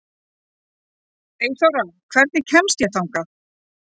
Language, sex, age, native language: Icelandic, female, 40-49, Icelandic